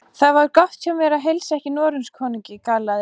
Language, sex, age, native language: Icelandic, female, 14, Icelandic